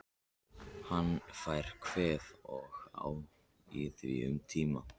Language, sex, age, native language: Icelandic, male, 13, Icelandic